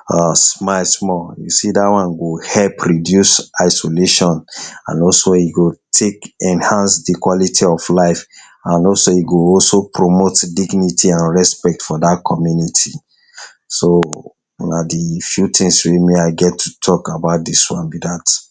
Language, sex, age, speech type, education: Nigerian Pidgin, male, 60+, spontaneous, tertiary